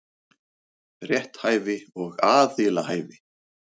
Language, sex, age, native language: Icelandic, male, 40-49, Icelandic